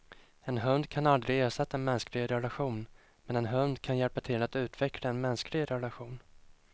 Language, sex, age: Swedish, male, 25